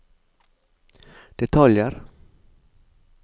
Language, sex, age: Norwegian, male, 45